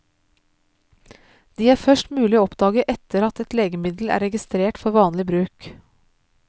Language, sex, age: Norwegian, female, 33